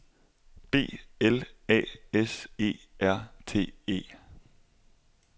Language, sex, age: Danish, male, 25